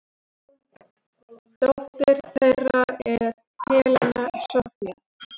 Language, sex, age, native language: Icelandic, male, 7, Icelandic